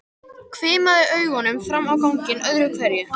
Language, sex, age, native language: Icelandic, female, 13, Icelandic